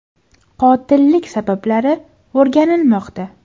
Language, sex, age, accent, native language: Uzbek, female, 18-24, Toshkent viloyati, Uzbek